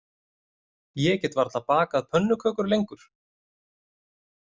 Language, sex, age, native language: Icelandic, male, 30-39, Icelandic